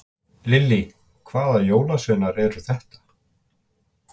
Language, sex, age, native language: Icelandic, male, 50-59, Icelandic